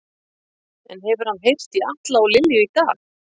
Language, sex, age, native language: Icelandic, female, 50-59, Icelandic